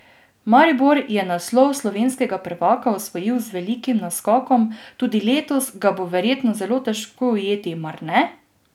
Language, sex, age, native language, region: Slovenian, female, 18-29, Slovenian, Drava region